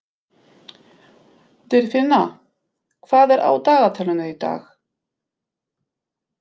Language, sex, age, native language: Icelandic, female, 50-59, Polish